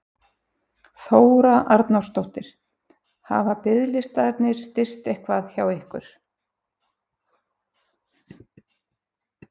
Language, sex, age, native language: Icelandic, female, 50-59, Icelandic